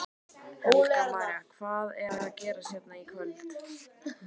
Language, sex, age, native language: Icelandic, male, 12, Icelandic